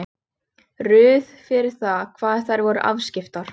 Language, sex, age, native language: Icelandic, female, 13, Icelandic